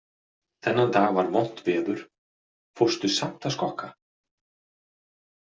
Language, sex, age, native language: Icelandic, male, 40-49, Icelandic